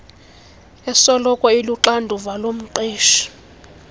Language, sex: Xhosa, female